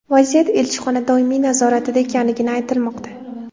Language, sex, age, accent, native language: Uzbek, female, 18-24, Namangan, Uzbek